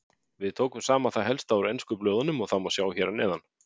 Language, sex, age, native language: Icelandic, male, 50-59, Icelandic